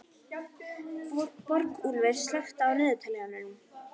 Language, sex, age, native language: Icelandic, female, 11, Icelandic